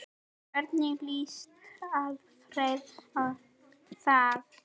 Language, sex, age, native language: Icelandic, female, 10, Icelandic